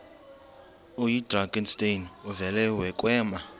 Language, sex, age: Xhosa, male, 19